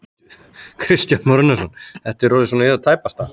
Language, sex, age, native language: Icelandic, male, 30-39, Icelandic